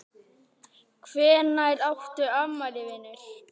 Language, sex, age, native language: Icelandic, male, 10, Icelandic